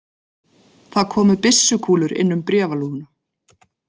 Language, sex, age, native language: Icelandic, female, 40-49, Icelandic